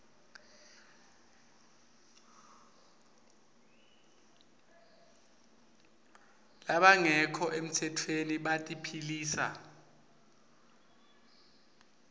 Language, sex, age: Swati, male, 24